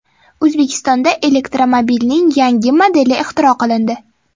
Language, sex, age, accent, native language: Uzbek, female, 12-17, Toshkent shahri, Uzbek